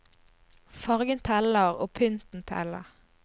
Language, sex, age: Norwegian, female, 22